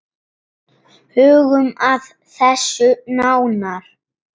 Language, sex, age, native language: Icelandic, male, 7, Icelandic